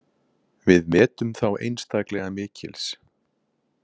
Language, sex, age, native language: Icelandic, male, 50-59, Icelandic